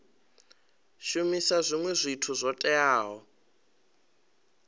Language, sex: Venda, male